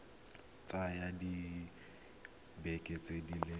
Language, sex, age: Tswana, male, 23